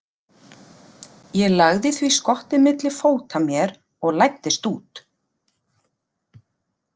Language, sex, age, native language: Icelandic, female, 40-49, Icelandic